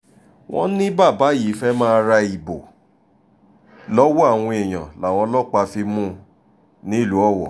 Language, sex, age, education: Yoruba, male, 30-45, tertiary